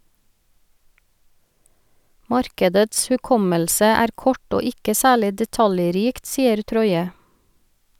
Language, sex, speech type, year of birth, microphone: Norwegian, female, read, 1971, Sennheiser